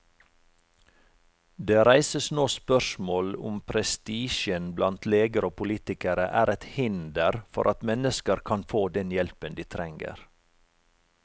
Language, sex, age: Norwegian, male, 45